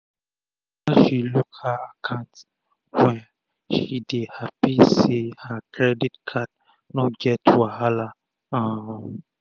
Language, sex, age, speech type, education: Nigerian Pidgin, male, 30-45, spontaneous, tertiary